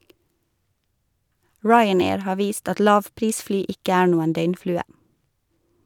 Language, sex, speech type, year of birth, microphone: Norwegian, female, read, 1985, Shure